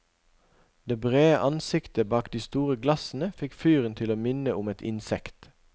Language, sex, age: Norwegian, male, 41